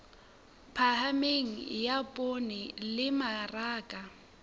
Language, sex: Southern Sotho, female